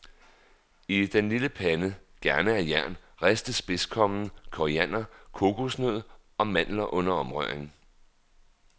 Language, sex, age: Danish, male, 39